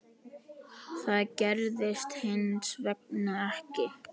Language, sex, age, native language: Icelandic, male, 10, Icelandic